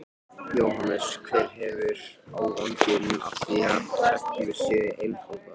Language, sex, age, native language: Icelandic, male, 13, Icelandic